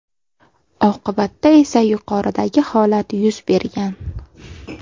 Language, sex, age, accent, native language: Uzbek, female, 18-24, Samarqand, Uzbek